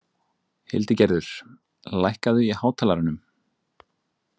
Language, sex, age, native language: Icelandic, male, 30-39, Icelandic